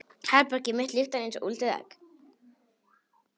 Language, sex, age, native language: Icelandic, male, 18-19, Polish